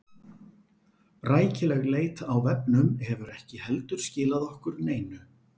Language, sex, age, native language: Icelandic, male, 40-49, Icelandic